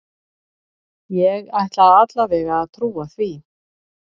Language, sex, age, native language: Icelandic, female, 60-69, Icelandic